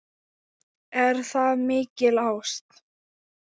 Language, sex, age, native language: Icelandic, female, 10, Thai